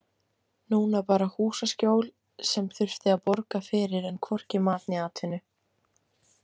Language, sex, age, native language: Icelandic, female, 18-19, Icelandic